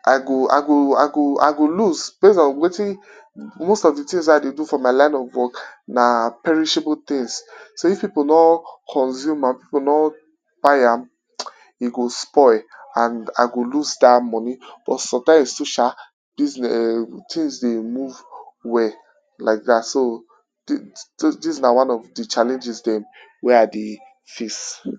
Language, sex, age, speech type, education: Nigerian Pidgin, male, 15-29, spontaneous, tertiary